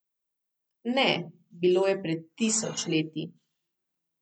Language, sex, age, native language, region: Slovenian, female, 30-49, Slovenian, Southeast Slovenia